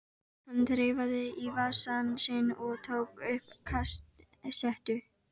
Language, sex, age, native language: Icelandic, female, 12, Icelandic